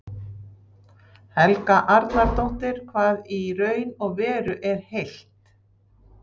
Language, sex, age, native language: Icelandic, female, 60-69, Icelandic